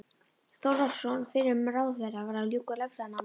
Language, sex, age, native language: Icelandic, female, 11, Icelandic